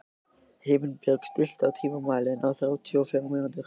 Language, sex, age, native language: Icelandic, male, 13, Icelandic